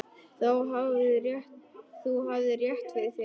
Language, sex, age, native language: Icelandic, male, 10, Icelandic